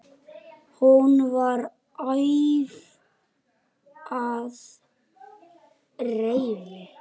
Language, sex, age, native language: Icelandic, male, 10, Icelandic